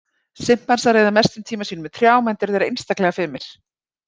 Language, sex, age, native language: Icelandic, female, 40-49, Icelandic